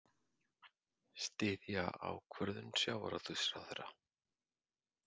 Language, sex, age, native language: Icelandic, male, 50-59, Icelandic